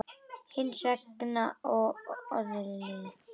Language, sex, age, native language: Icelandic, female, 10, Icelandic